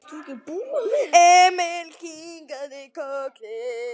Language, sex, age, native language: Icelandic, male, 9, Icelandic